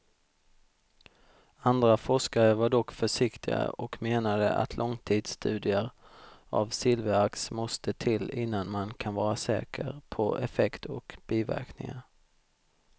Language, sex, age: Swedish, male, 32